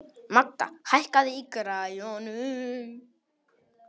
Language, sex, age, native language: Icelandic, male, 18-19, Polish